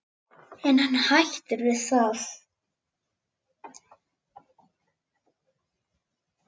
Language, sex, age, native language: Icelandic, female, 8, Icelandic